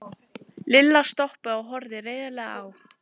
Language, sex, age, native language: Icelandic, other, 14, Icelandic